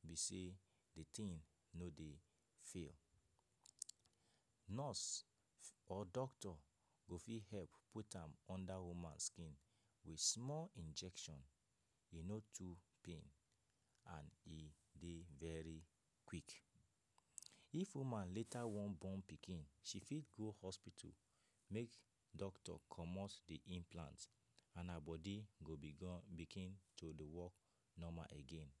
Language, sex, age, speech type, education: Nigerian Pidgin, male, 15-29, spontaneous, tertiary